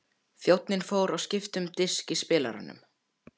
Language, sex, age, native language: Icelandic, male, 14, Icelandic